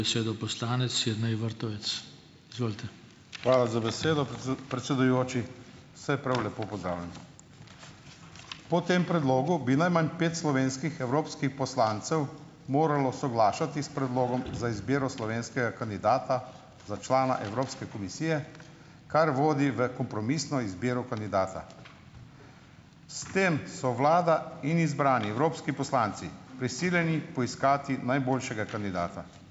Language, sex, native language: Slovenian, male, Slovenian